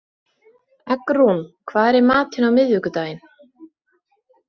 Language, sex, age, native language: Icelandic, female, 20-29, Icelandic